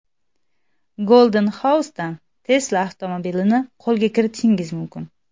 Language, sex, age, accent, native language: Uzbek, female, 19-29, Xorazm, Uzbek